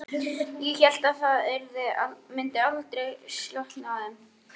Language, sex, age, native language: Icelandic, male, 11, Icelandic